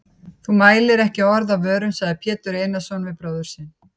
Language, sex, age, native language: Icelandic, female, 50-59, Icelandic